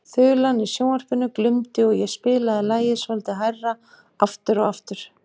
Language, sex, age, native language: Icelandic, female, 50-59, Icelandic